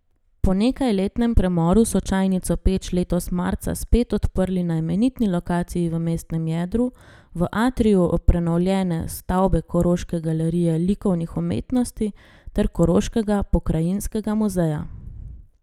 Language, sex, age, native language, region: Slovenian, female, 30-49, Slovenian, Gorenjska region